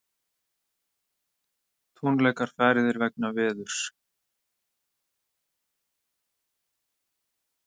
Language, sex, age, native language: Icelandic, male, 30-39, Icelandic